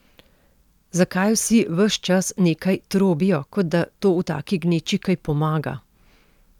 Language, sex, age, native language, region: Slovenian, female, 50-59, Slovenian, Central Slovenia